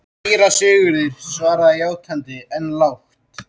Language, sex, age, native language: Icelandic, male, 13, Icelandic